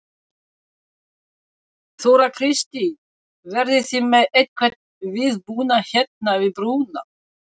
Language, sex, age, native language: Icelandic, female, 60-69, French